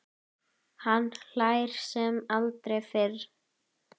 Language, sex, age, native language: Icelandic, female, 10, Icelandic